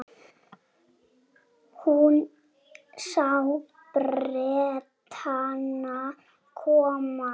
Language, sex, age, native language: Icelandic, female, 7, Icelandic